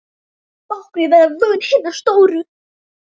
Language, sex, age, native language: Icelandic, female, 10, Icelandic